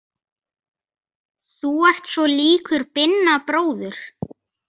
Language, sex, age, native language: Icelandic, female, 50-59, Icelandic